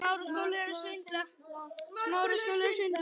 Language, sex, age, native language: Icelandic, male, 9, Icelandic